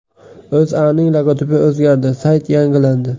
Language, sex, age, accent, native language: Uzbek, male, 18-24, Buxoro, Uzbek